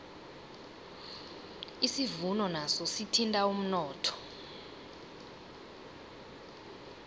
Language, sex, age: South Ndebele, female, 18